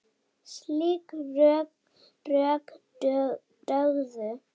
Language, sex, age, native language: Icelandic, female, 8, Danish